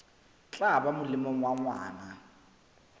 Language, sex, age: Southern Sotho, male, 25